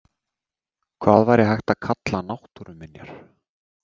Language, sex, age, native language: Icelandic, male, 30-39, Icelandic